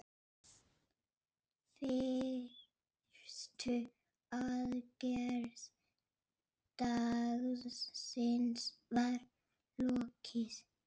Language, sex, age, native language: Icelandic, male, 6, Icelandic